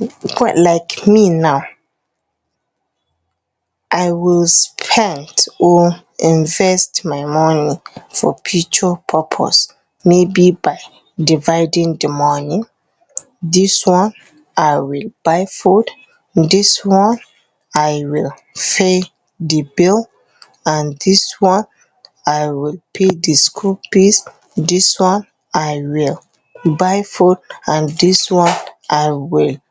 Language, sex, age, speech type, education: Hausa, female, 30-45, spontaneous, tertiary